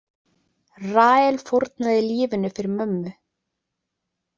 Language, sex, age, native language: Icelandic, female, 20-29, Icelandic